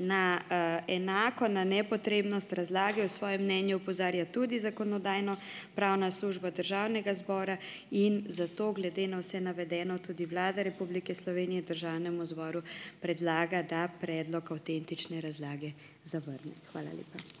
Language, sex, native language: Slovenian, female, Slovenian